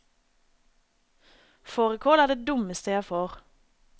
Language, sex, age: Norwegian, female, 27